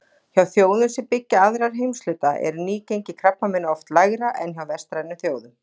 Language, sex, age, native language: Icelandic, female, 40-49, Icelandic